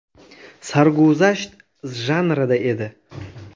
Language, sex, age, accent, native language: Uzbek, male, 19-29, Toshkent viloyati, Uzbek